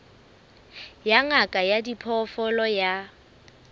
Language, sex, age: Southern Sotho, female, 24